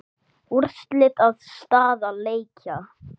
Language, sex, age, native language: Icelandic, male, 8, Icelandic